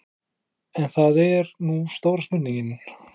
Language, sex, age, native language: Icelandic, male, 20-29, Icelandic